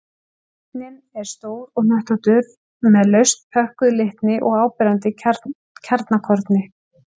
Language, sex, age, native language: Icelandic, female, 40-49, Icelandic